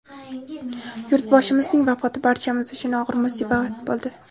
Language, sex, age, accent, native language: Uzbek, female, 18-24, Namangan, Uzbek